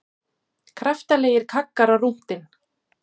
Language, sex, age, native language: Icelandic, female, 40-49, Icelandic